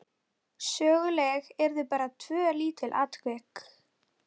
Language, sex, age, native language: Icelandic, female, 11, Icelandic